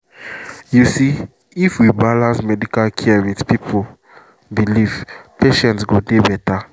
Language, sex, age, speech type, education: Nigerian Pidgin, male, 15-29, spontaneous, secondary